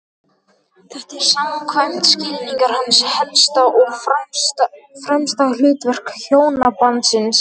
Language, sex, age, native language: Icelandic, male, 12, Icelandic